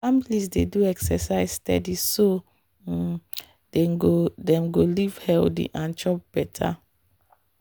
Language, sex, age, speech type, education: Nigerian Pidgin, female, 30-45, spontaneous, tertiary